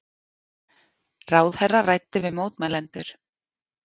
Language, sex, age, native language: Icelandic, female, 40-49, Icelandic